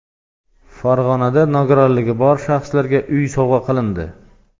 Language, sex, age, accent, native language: Uzbek, male, 35+, Xorazm, Uzbek